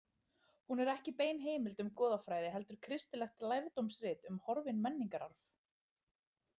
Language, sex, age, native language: Icelandic, female, 30-39, Icelandic